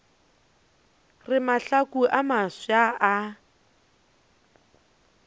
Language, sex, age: Northern Sotho, female, 29